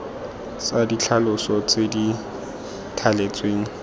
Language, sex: Tswana, male